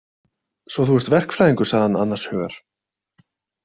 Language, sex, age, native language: Icelandic, male, 30-39, Icelandic